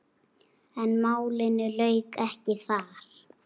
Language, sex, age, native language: Icelandic, female, 8, Icelandic